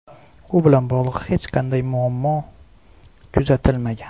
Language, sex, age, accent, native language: Uzbek, male, 18-24, Xorazm, Uzbek